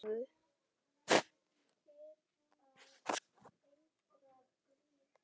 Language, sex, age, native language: Icelandic, male, 8, Icelandic